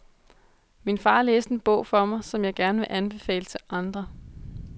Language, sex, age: Danish, female, 22